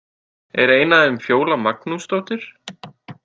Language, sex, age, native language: Icelandic, male, 18-19, Icelandic